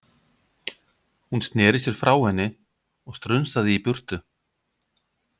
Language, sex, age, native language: Icelandic, male, 50-59, Icelandic